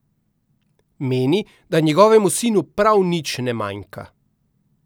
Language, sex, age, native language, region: Slovenian, male, 50-59, Slovenian, Central Slovenia